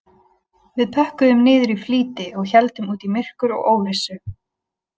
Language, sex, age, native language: Icelandic, female, 20-29, Icelandic